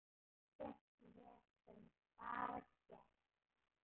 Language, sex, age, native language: Icelandic, female, 10, Icelandic